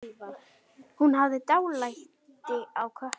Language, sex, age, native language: Icelandic, female, 9, Icelandic